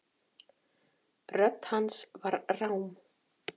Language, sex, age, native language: Icelandic, female, 40-49, Icelandic